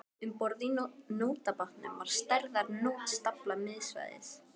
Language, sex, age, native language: Icelandic, female, 12, Icelandic